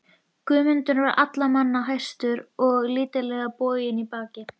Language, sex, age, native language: Icelandic, female, 13, Icelandic